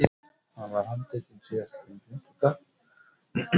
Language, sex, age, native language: Icelandic, male, 50-59, Icelandic